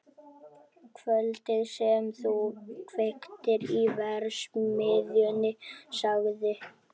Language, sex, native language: Icelandic, male, Icelandic